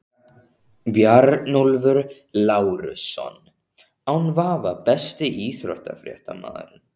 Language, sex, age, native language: Icelandic, male, 14, Icelandic